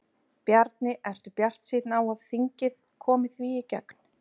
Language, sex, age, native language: Icelandic, female, 40-49, Icelandic